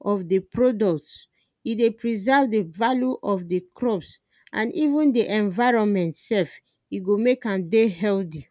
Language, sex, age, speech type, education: Nigerian Pidgin, female, 30-45, spontaneous, secondary